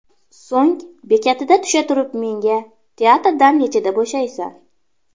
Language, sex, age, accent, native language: Uzbek, female, 25-34, Namangan, Uzbek